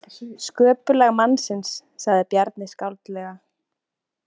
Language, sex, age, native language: Icelandic, female, 20-29, Icelandic